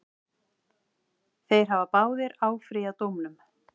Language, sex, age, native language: Icelandic, female, 40-49, Icelandic